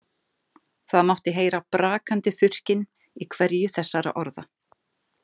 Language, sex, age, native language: Icelandic, female, 50-59, Icelandic